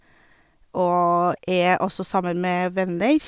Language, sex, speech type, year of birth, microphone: Norwegian, female, spontaneous, 1982, Sennheiser